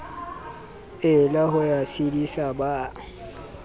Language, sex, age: Southern Sotho, male, 24